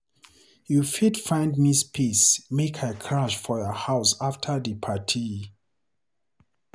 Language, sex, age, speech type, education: Nigerian Pidgin, male, 30-45, read, tertiary